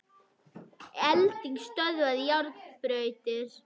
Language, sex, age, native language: Icelandic, female, 21, Icelandic